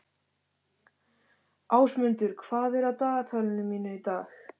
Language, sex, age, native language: Icelandic, male, 13, Icelandic